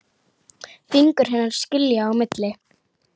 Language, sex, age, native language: Icelandic, female, 9, Icelandic